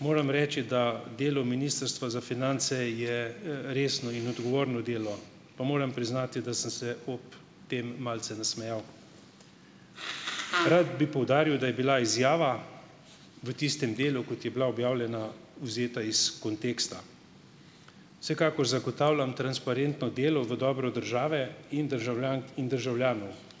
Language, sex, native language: Slovenian, male, Slovenian